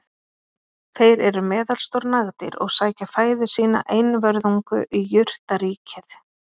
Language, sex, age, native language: Icelandic, female, 30-39, Icelandic